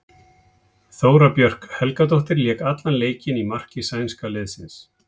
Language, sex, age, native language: Icelandic, male, 50-59, Icelandic